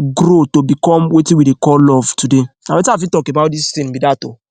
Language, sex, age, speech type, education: Nigerian Pidgin, male, 15-29, spontaneous, tertiary